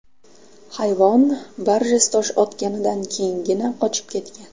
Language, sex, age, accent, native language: Uzbek, female, 12-17, Toshkent viloyati, Uzbek